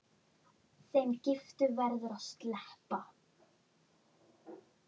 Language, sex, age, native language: Icelandic, female, 10, Icelandic